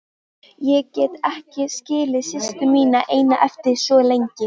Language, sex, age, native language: Icelandic, female, 13, Icelandic